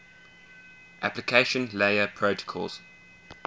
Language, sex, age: English, male, 20